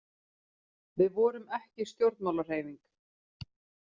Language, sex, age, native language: Icelandic, female, 50-59, Icelandic